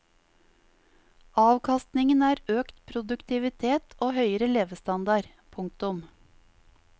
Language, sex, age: Norwegian, female, 50